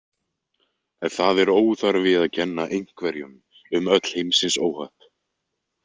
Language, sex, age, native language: Icelandic, male, 20-29, Icelandic